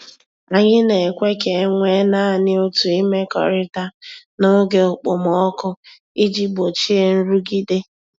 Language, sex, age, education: Igbo, female, 15-29, tertiary